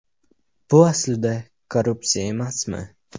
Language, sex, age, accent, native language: Uzbek, male, 18-24, Farg'ona, Uzbek